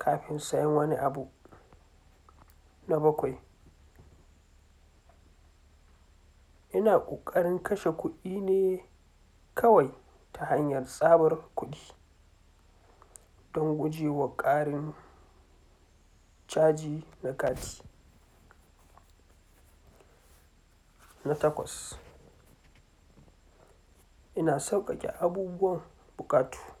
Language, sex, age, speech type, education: Hausa, male, 46-60, spontaneous, tertiary